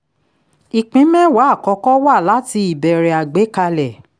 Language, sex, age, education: Yoruba, female, 30-45, tertiary